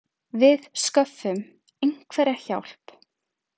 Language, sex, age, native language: Icelandic, female, 30-39, Icelandic